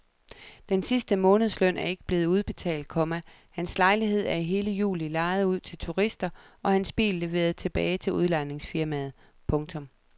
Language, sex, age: Danish, female, 37